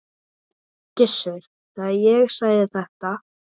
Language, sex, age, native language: Icelandic, female, 9, Icelandic